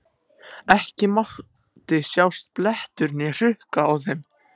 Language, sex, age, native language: Icelandic, other, 14, Icelandic